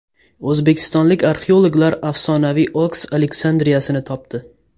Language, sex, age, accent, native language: Uzbek, male, 18-24, Toshkent viloyati, Uzbek